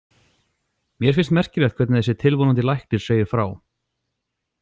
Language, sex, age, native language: Icelandic, male, 40-49, Icelandic